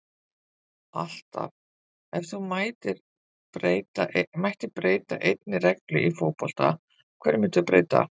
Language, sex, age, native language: Icelandic, female, 50-59, Icelandic